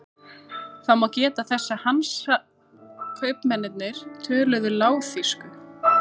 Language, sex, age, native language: Icelandic, female, 30-39, Icelandic